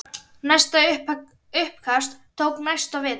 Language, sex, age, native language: Icelandic, female, 10, Icelandic